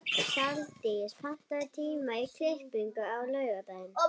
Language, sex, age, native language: Icelandic, female, 30-39, Icelandic